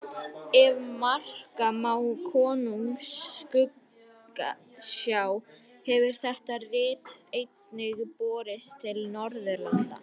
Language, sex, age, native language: Icelandic, female, 50-59, Icelandic